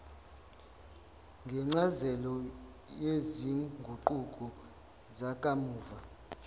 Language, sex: Zulu, male